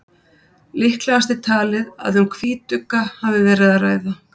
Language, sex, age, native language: Icelandic, female, 50-59, Icelandic